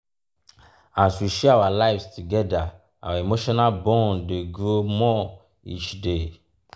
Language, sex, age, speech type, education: Nigerian Pidgin, male, 30-45, spontaneous, tertiary